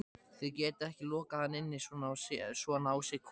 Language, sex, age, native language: Icelandic, male, 14, Icelandic